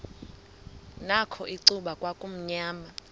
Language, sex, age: Xhosa, female, 23